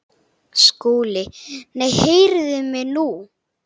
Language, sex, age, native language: Icelandic, male, 8, Icelandic